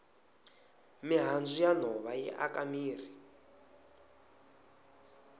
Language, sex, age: Tsonga, male, 20